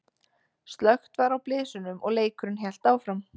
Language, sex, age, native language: Icelandic, female, 20-29, Icelandic